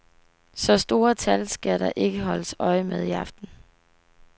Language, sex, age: Danish, female, 18